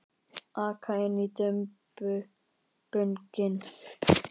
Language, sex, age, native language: Icelandic, male, 18-19, Icelandic